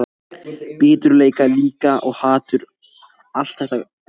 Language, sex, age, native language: Icelandic, male, 14, Icelandic